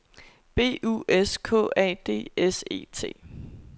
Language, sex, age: Danish, female, 22